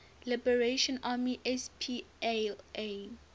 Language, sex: English, female